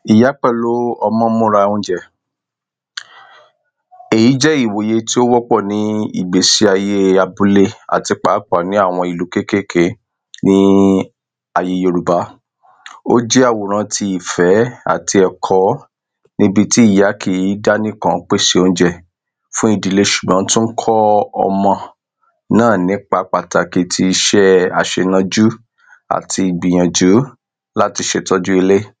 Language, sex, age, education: Yoruba, male, 30-45, secondary